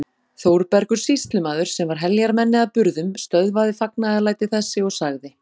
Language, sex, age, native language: Icelandic, female, 40-49, Icelandic